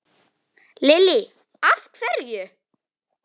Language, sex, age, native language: Icelandic, female, 9, Icelandic